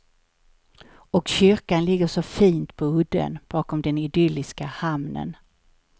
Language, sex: Swedish, female